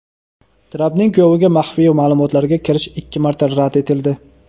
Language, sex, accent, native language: Uzbek, male, Toshkent viloyati, Uzbek